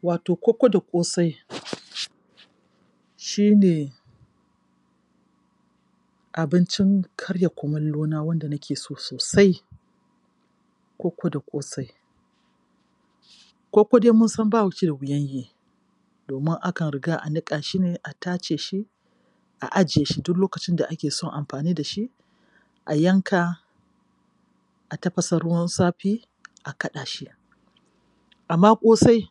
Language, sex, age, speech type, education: Hausa, female, 46-60, spontaneous, tertiary